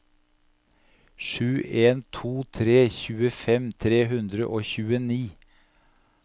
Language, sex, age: Norwegian, male, 57